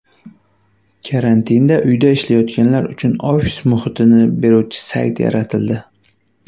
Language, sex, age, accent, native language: Uzbek, male, 19-29, Qashqadaryo, Uzbek